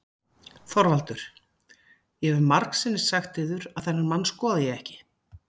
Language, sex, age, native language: Icelandic, female, 40-49, Icelandic